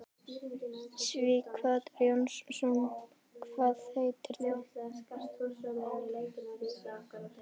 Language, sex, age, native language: Icelandic, female, 12, Icelandic